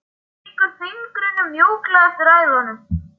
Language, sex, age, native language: Icelandic, male, 11, Icelandic